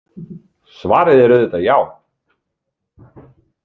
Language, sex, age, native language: Icelandic, male, 30-39, Icelandic